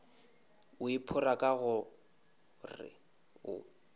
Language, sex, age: Northern Sotho, male, 26